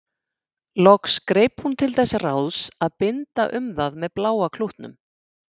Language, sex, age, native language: Icelandic, female, 50-59, Icelandic